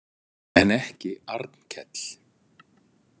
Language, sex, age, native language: Icelandic, male, 60-69, Icelandic